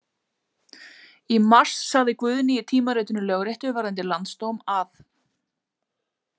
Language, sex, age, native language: Icelandic, female, 40-49, Icelandic